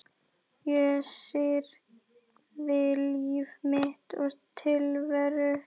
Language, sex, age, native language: Icelandic, female, 11, Icelandic